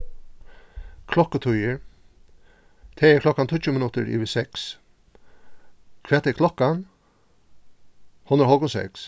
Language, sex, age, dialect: Faroese, male, 36-60, Suðurstreymoy